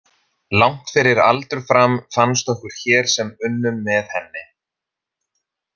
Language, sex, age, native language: Icelandic, male, 30-39, Icelandic